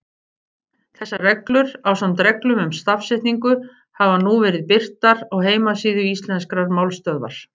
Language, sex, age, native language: Icelandic, female, 50-59, Icelandic